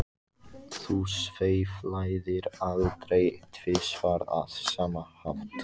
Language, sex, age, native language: Icelandic, female, 14, Icelandic